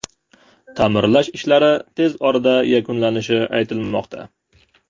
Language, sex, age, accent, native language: Uzbek, male, 18-24, Namangan, Uzbek